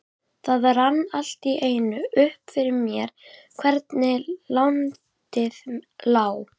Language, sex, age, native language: Icelandic, female, 18-19, Icelandic